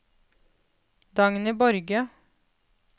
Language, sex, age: Norwegian, female, 28